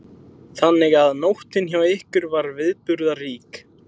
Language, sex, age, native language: Icelandic, male, 20-29, Icelandic